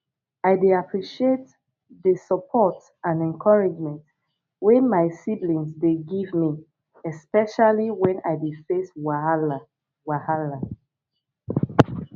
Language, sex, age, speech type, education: Nigerian Pidgin, female, 15-29, spontaneous, secondary